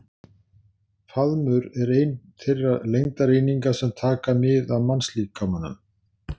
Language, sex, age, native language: Icelandic, male, 60-69, Icelandic